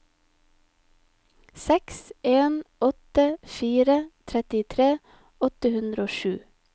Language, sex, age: Norwegian, female, 25